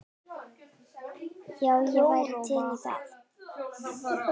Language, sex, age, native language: Icelandic, female, 18-19, Icelandic